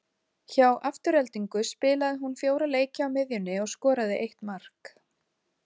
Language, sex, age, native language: Icelandic, female, 40-49, Icelandic